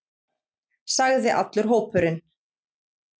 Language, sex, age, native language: Icelandic, female, 30-39, Icelandic